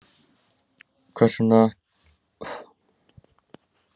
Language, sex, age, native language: Icelandic, male, 16, Icelandic